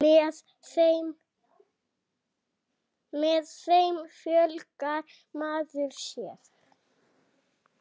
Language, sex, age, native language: Icelandic, female, 6, Icelandic